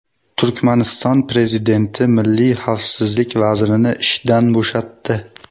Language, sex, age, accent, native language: Uzbek, male, 18-24, Jizzax, Uzbek